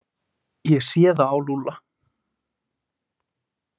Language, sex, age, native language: Icelandic, male, 20-29, Icelandic